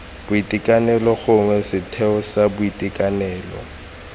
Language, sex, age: Tswana, male, 18